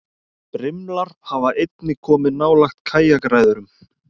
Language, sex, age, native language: Icelandic, male, 30-39, Icelandic